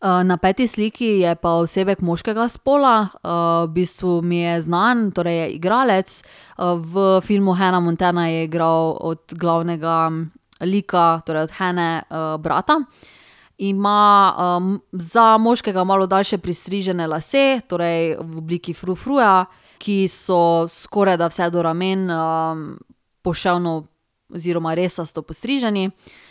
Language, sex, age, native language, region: Slovenian, female, 30-49, Slovenian, Drava region